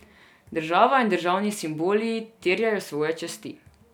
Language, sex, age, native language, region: Slovenian, female, 18-29, Serbian, Drava region